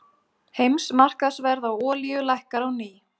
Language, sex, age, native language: Icelandic, female, 30-39, Icelandic